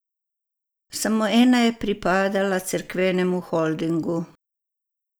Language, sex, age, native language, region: Slovenian, female, 60+, Croatian, Savinja region